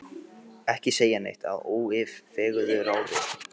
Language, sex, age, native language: Icelandic, male, 15, Icelandic